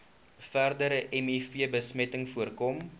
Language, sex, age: Afrikaans, male, 19